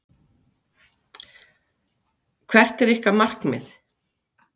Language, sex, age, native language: Icelandic, female, 50-59, Icelandic